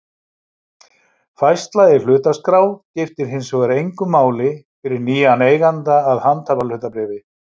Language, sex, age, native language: Icelandic, male, 60-69, Icelandic